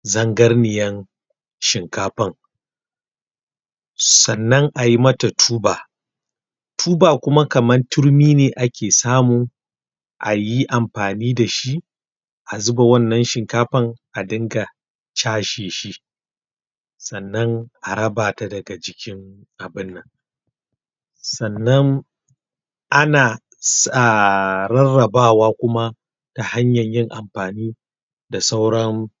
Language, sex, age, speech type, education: Hausa, male, 30-45, spontaneous, primary